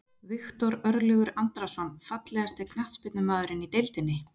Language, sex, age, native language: Icelandic, female, 20-29, Icelandic